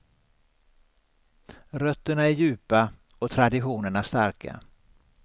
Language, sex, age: Swedish, male, 63